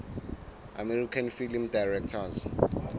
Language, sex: Southern Sotho, male